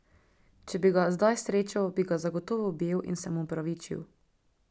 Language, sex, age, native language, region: Slovenian, female, 18-29, Slovenian, Drava region